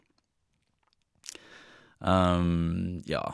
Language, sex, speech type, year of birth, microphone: Norwegian, male, spontaneous, 1987, Shure